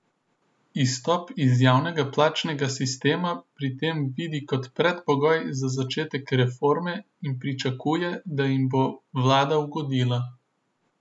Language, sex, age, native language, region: Slovenian, male, 18-29, Slovenian, Southeast Slovenia